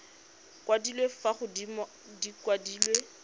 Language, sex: Tswana, female